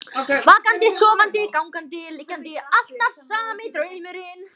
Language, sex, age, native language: Icelandic, female, 14, Icelandic